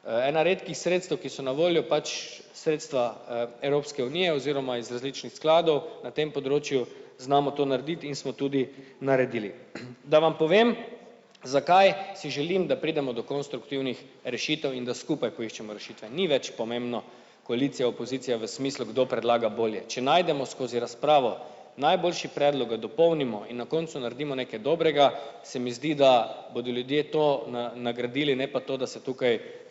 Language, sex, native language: Slovenian, male, Slovenian